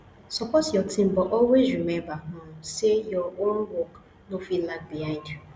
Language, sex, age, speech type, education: Nigerian Pidgin, female, 15-29, spontaneous, tertiary